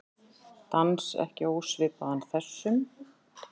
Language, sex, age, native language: Icelandic, female, 40-49, Icelandic